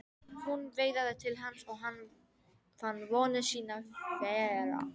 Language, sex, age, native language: Icelandic, female, 12, Icelandic